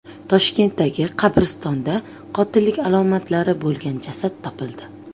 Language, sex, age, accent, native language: Uzbek, female, 25-34, Toshkent viloyati, Uzbek